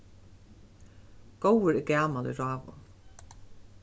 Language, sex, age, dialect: Faroese, female, 36-60, Suðurstreymoy